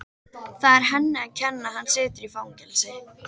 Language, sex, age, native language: Icelandic, female, 13, Icelandic